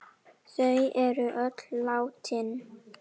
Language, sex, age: Icelandic, female, 10